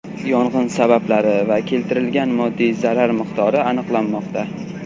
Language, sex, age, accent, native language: Uzbek, male, 18-24, Qashqadaryo, Uzbek